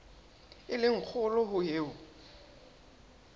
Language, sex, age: Southern Sotho, male, 21